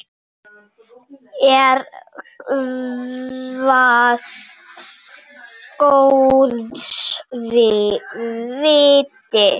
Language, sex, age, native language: Icelandic, female, 7, Icelandic